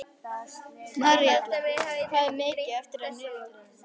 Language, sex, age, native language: Icelandic, female, 11, Icelandic